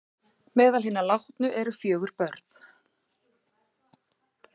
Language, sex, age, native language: Icelandic, female, 40-49, Icelandic